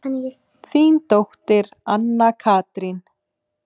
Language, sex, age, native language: Icelandic, female, 7, Icelandic